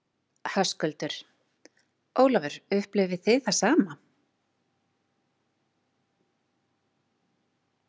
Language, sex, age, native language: Icelandic, female, 40-49, Icelandic